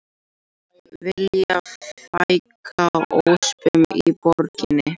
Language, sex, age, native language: Icelandic, other, 18-19, Icelandic